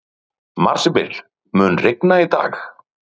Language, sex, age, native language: Icelandic, male, 40-49, Icelandic